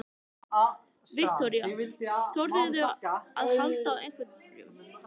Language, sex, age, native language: Icelandic, male, 14, Icelandic